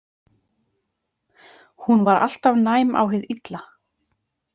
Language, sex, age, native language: Icelandic, female, 30-39, Icelandic